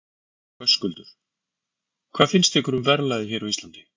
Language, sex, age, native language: Icelandic, male, 40-49, Icelandic